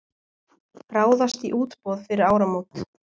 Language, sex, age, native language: Icelandic, female, 20-29, Icelandic